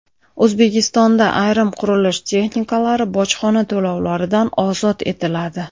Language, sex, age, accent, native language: Uzbek, female, 30-39, Andijon, Uzbek